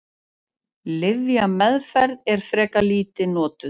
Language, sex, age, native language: Icelandic, female, 40-49, Icelandic